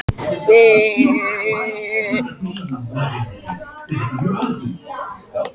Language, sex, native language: Icelandic, other, Icelandic